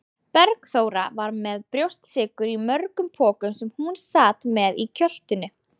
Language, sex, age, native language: Icelandic, female, 20-29, Icelandic